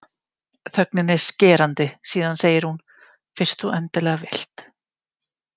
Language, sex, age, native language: Icelandic, female, 50-59, Icelandic